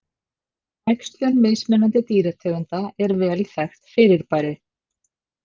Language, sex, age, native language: Icelandic, female, 50-59, Icelandic